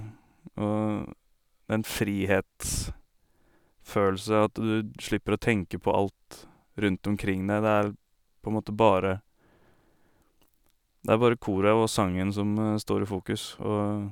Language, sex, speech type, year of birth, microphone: Norwegian, male, spontaneous, 1989, Sennheiser